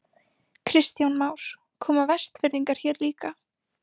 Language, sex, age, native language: Icelandic, female, 18-19, Icelandic